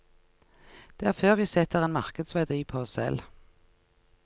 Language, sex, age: Norwegian, female, 49